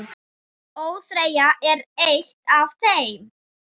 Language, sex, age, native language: Icelandic, female, 7, Icelandic